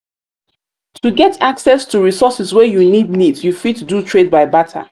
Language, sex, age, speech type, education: Nigerian Pidgin, female, 30-45, spontaneous, tertiary